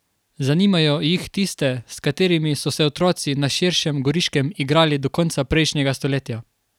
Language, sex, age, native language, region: Slovenian, male, 18-29, Slovenian, Carinthia region